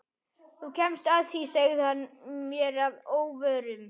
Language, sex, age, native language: Icelandic, other, 12, Icelandic